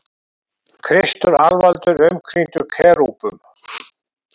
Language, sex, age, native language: Icelandic, male, 70-79, Icelandic